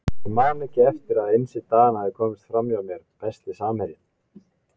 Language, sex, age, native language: Icelandic, male, 20-29, Icelandic